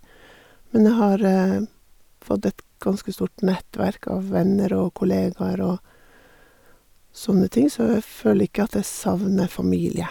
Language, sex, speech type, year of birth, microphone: Norwegian, female, spontaneous, 1958, Sennheiser